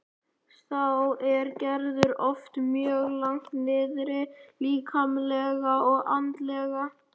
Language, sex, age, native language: Icelandic, male, 11, Icelandic